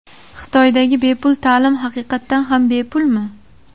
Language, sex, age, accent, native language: Uzbek, female, 18-24, Surxondaryo, Uzbek